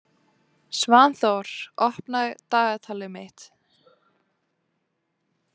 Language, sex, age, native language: Icelandic, female, 18-19, Lithuanian